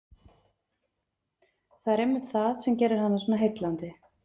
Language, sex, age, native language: Icelandic, female, 20-29, Icelandic